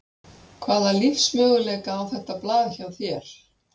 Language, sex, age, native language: Icelandic, female, 60-69, Icelandic